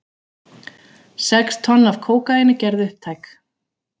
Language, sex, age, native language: Icelandic, female, 40-49, Icelandic